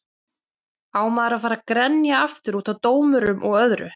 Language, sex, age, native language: Icelandic, female, 40-49, Icelandic